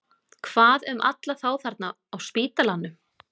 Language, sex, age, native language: Icelandic, female, 30-39, Icelandic